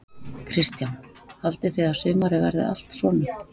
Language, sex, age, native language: Icelandic, female, 40-49, Icelandic